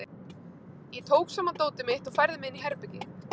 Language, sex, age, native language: Icelandic, female, 20-29, Icelandic